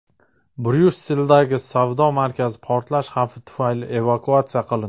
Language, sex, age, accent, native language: Uzbek, male, 19-29, Qoraqalpog'iston, Uzbek